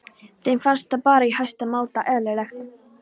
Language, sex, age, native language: Icelandic, female, 13, Polish